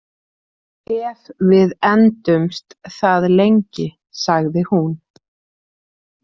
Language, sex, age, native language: Icelandic, female, 30-39, Icelandic